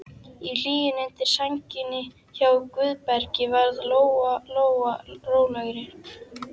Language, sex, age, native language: Icelandic, female, 11, Icelandic